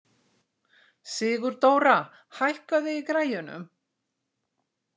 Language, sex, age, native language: Icelandic, female, 60-69, Icelandic